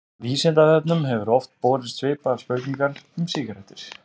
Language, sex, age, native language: Icelandic, male, 30-39, Icelandic